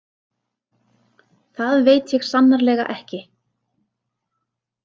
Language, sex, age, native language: Icelandic, female, 30-39, Icelandic